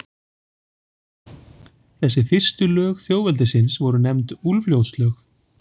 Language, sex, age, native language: Icelandic, male, 40-49, Icelandic